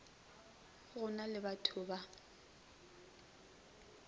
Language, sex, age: Northern Sotho, female, 21